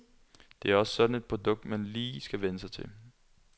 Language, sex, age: Danish, male, 21